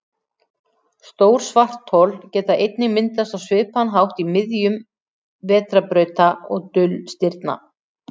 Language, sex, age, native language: Icelandic, female, 40-49, Icelandic